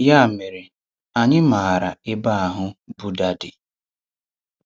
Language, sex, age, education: Igbo, male, 30-45, tertiary